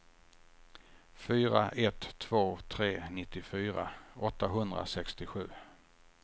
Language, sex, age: Swedish, male, 50